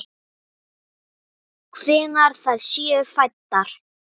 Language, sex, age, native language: Icelandic, male, 6, Icelandic